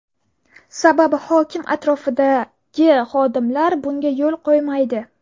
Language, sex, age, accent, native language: Uzbek, female, 18-24, Buxoro, Uzbek